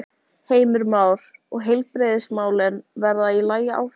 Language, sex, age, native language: Icelandic, female, 18-19, Icelandic